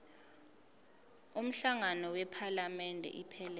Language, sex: Zulu, female